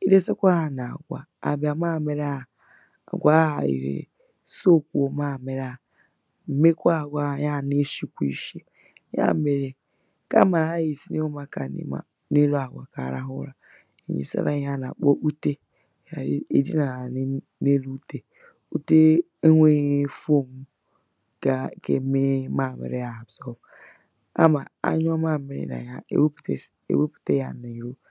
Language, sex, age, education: Igbo, female, 15-29, tertiary